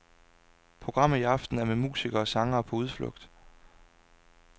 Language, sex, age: Danish, male, 26